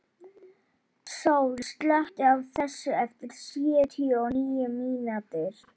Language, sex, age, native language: Icelandic, male, 12, Polish